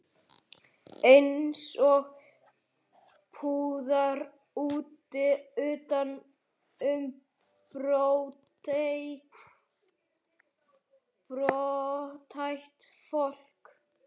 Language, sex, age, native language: Icelandic, male, 11, Icelandic